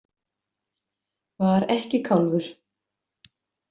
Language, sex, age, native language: Icelandic, female, 50-59, Icelandic